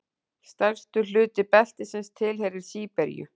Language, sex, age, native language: Icelandic, female, 40-49, Icelandic